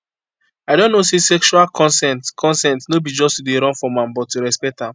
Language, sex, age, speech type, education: Nigerian Pidgin, male, 15-29, spontaneous, secondary